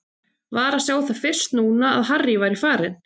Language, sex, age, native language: Icelandic, female, 30-39, Icelandic